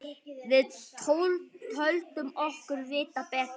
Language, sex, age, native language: Icelandic, male, 9, Icelandic